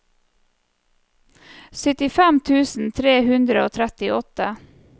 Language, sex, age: Norwegian, female, 34